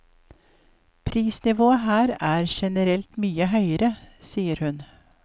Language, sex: Norwegian, female